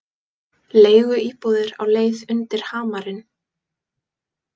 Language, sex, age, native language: Icelandic, female, 20-29, Icelandic